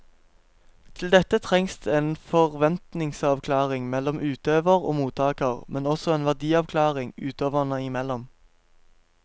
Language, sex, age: Norwegian, male, 17